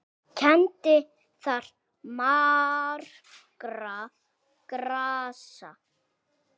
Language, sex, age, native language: Icelandic, male, 6, Icelandic